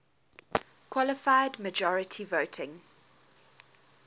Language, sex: English, female